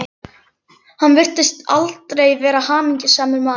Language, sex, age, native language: Icelandic, female, 11, Icelandic